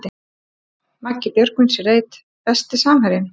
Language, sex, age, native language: Icelandic, female, 30-39, Icelandic